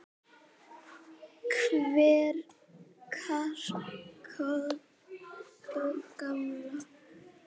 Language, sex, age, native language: Icelandic, female, 9, Icelandic